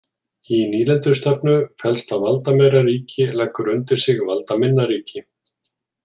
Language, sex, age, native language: Icelandic, male, 40-49, Icelandic